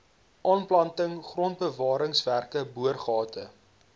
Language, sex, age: Afrikaans, male, 22